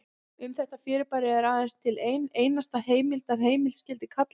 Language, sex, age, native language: Icelandic, female, 30-39, Icelandic